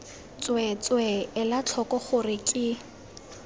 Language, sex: Tswana, female